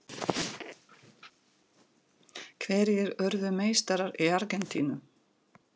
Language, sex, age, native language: Icelandic, female, 40-49, Russian